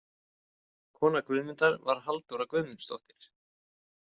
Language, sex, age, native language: Icelandic, male, 30-39, Icelandic